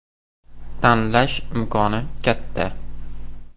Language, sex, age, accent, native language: Uzbek, male, 18-24, Toshkent shahri, Uzbek